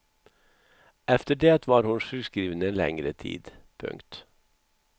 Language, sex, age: Swedish, male, 64